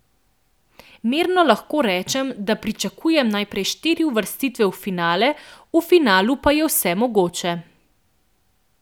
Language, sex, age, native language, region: Slovenian, female, 18-29, Slovenian, Central Slovenia